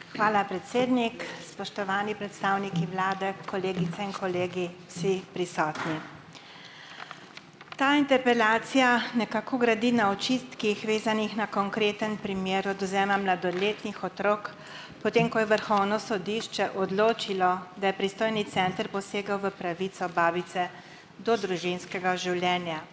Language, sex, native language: Slovenian, female, Slovenian